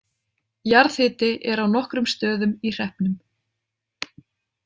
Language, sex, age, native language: Icelandic, female, 30-39, Icelandic